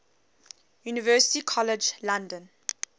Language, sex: English, female